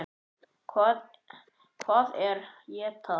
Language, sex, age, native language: Icelandic, male, 9, Icelandic